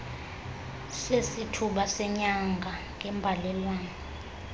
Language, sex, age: Xhosa, female, 22